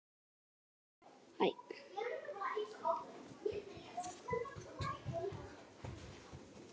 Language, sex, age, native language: Icelandic, female, 6, Icelandic